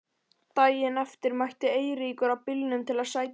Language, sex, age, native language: Icelandic, male, 11, Icelandic